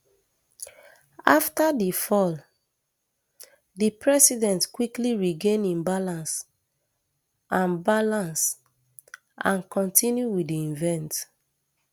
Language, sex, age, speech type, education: Nigerian Pidgin, female, 30-45, spontaneous, tertiary